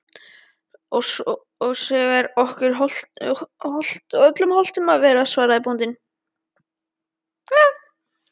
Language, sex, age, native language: Icelandic, male, 12, Icelandic